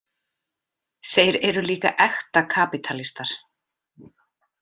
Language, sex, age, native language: Icelandic, female, 30-39, Icelandic